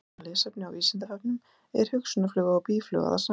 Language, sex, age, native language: Icelandic, female, 20-29, Icelandic